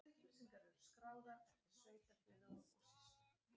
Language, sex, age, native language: Icelandic, female, 40-49, Icelandic